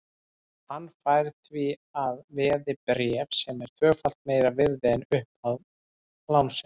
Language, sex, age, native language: Icelandic, male, 30-39, Icelandic